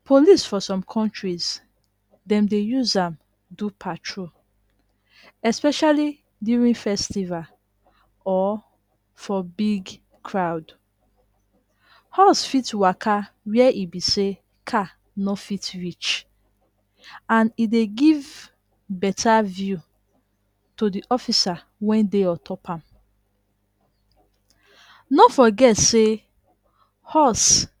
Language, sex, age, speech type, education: Nigerian Pidgin, female, 30-45, spontaneous, tertiary